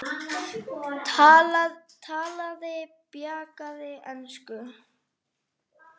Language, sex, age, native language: Icelandic, female, 5, Icelandic